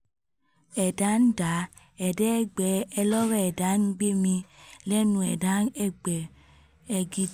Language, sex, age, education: Yoruba, female, 15-29, tertiary